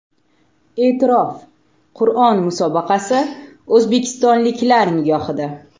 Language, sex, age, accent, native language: Uzbek, female, 18-24, Toshkent shahri, Uzbek